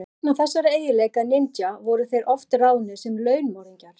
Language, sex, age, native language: Icelandic, female, 40-49, Icelandic